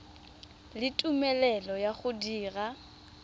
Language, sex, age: Tswana, female, 20